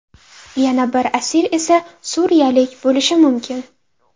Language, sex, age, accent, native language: Uzbek, female, 12-17, Andijon, Uzbek